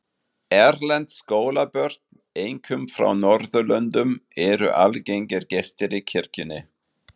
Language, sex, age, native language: Icelandic, male, 40-49, German